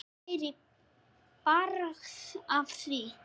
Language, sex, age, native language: Icelandic, female, 10, Icelandic